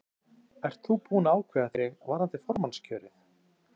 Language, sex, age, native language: Icelandic, male, 40-49, Icelandic